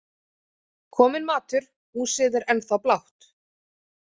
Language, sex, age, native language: Icelandic, female, 30-39, Icelandic